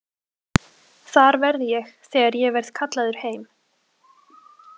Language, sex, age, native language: Icelandic, female, 20-29, Icelandic